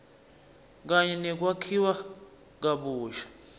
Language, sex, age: Swati, male, 19